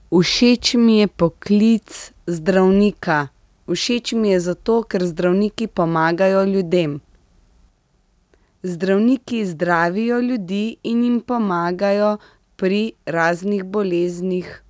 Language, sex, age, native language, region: Slovenian, female, 30-49, Slovenian, Central Slovenia